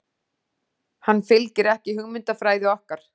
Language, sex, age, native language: Icelandic, female, 40-49, Icelandic